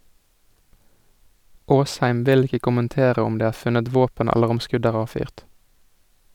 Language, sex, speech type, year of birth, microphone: Norwegian, male, read, 1987, Sennheiser